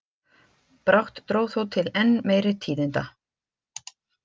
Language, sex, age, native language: Icelandic, female, 50-59, Icelandic